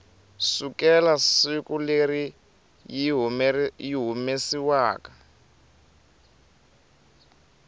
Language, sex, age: Tsonga, male, 23